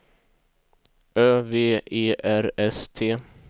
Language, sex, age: Swedish, male, 22